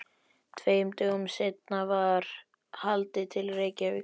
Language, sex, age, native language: Icelandic, male, 11, Icelandic